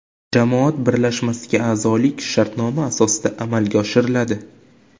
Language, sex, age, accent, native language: Uzbek, male, 18-24, Jizzax, Uzbek